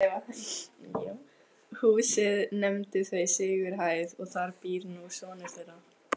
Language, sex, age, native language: Icelandic, female, 15, Icelandic